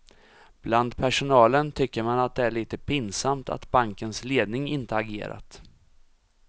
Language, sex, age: Swedish, male, 34